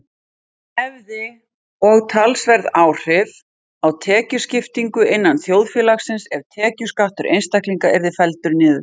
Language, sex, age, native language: Icelandic, female, 50-59, Icelandic